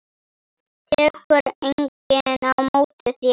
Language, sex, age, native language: Icelandic, female, 10, Icelandic